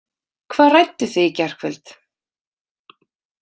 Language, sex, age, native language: Icelandic, female, 30-39, Icelandic